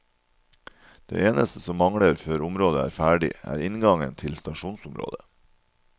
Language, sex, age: Norwegian, male, 37